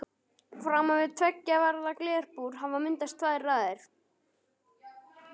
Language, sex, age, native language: Icelandic, male, 12, Icelandic